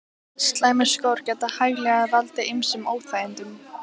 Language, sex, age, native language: Icelandic, female, 12, Icelandic